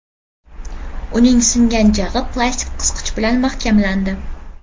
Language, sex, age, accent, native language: Uzbek, female, 12-17, Farg'ona, Uzbek